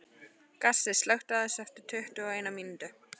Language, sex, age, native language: Icelandic, female, 13, Icelandic